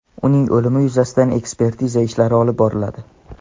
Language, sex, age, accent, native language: Uzbek, male, under 19, Andijon, Tajik